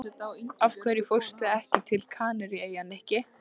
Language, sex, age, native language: Icelandic, female, 13, Icelandic